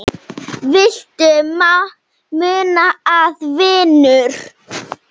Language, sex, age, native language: Icelandic, female, 7, Icelandic